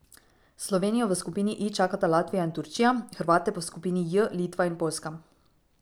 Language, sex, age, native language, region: Slovenian, female, 18-29, Slovenian, Drava region